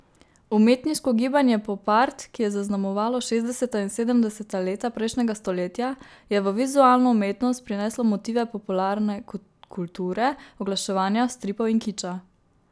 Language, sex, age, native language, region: Slovenian, female, 18-29, Slovenian, Savinja region